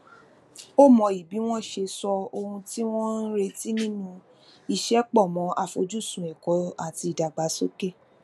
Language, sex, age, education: Yoruba, female, 15-29, tertiary